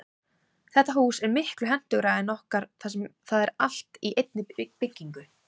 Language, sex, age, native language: Icelandic, female, 18-19, Icelandic